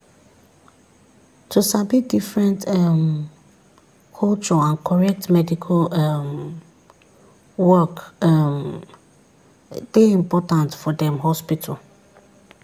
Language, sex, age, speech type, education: Nigerian Pidgin, female, 30-45, spontaneous, tertiary